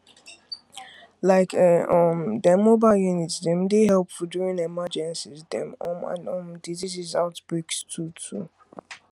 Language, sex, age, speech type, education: Nigerian Pidgin, female, 15-29, spontaneous, tertiary